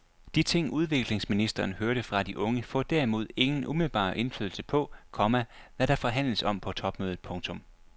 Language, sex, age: Danish, male, 24